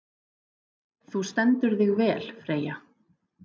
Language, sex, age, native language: Icelandic, female, 30-39, Icelandic